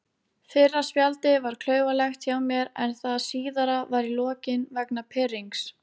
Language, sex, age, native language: Icelandic, female, 18-19, Icelandic